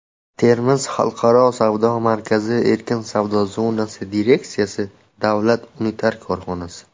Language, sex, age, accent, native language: Uzbek, male, 18-24, Andijon, Uzbek